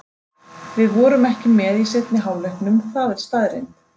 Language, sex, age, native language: Icelandic, female, 30-39, Icelandic